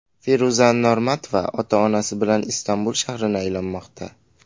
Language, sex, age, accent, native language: Uzbek, male, under 19, Qashqadaryo, Uzbek